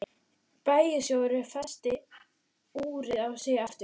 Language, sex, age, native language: Icelandic, female, 12, Icelandic